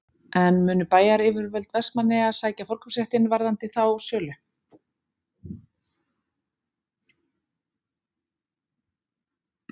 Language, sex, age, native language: Icelandic, female, 40-49, Icelandic